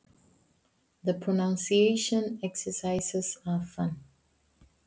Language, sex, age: Icelandic, female, 20-29